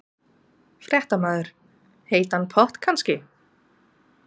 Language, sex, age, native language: Icelandic, female, 30-39, Icelandic